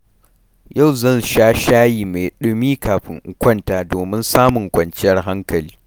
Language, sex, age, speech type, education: Hausa, male, 15-29, read, primary